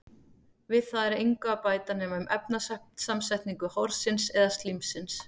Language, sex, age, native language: Icelandic, female, 40-49, Icelandic